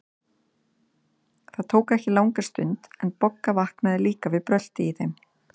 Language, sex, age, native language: Icelandic, female, 30-39, Icelandic